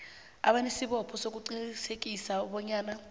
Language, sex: South Ndebele, female